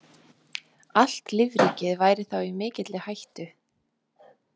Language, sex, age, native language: Icelandic, female, 20-29, Icelandic